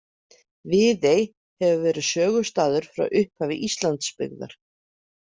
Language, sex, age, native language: Icelandic, female, 50-59, Icelandic